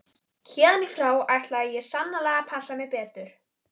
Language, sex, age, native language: Icelandic, female, 11, Icelandic